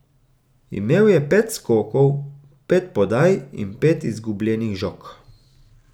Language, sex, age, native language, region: Slovenian, male, 30-49, Slovenian, Gorica region